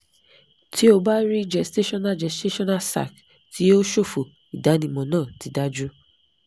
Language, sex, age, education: Yoruba, female, 15-29, tertiary